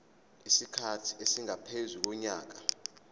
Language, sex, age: Zulu, male, 25